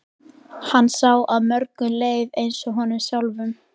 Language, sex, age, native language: Icelandic, female, 13, Icelandic